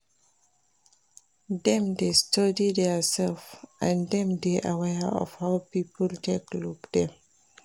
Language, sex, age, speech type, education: Nigerian Pidgin, female, 30-45, read, primary